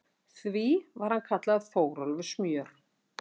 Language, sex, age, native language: Icelandic, female, 60-69, Icelandic